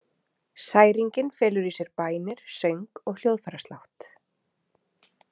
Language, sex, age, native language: Icelandic, female, 30-39, Icelandic